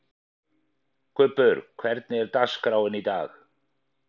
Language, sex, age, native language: Icelandic, male, 50-59, Icelandic